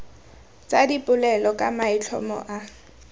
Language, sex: Tswana, female